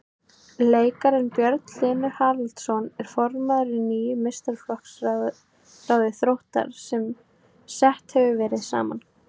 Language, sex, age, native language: Icelandic, female, 18-19, Icelandic